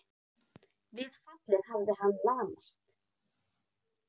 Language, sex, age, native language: Icelandic, female, 9, Icelandic